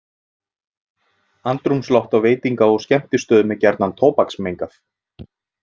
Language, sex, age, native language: Icelandic, male, 30-39, Icelandic